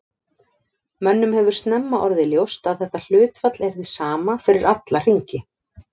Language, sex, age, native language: Icelandic, female, 30-39, Icelandic